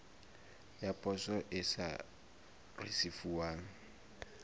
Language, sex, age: Southern Sotho, male, 19